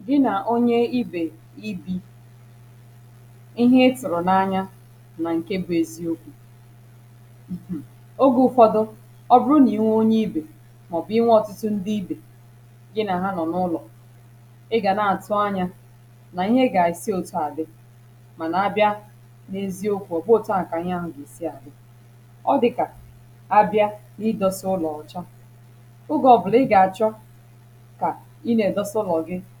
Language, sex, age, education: Igbo, female, 30-45, tertiary